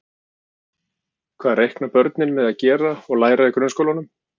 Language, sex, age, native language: Icelandic, male, 50-59, Icelandic